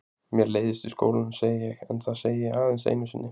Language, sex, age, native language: Icelandic, male, 20-29, Icelandic